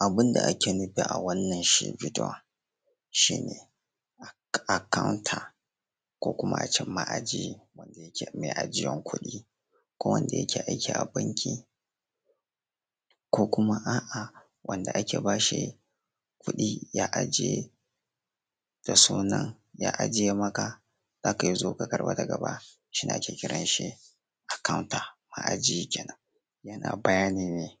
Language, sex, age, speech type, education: Hausa, male, 15-29, spontaneous, secondary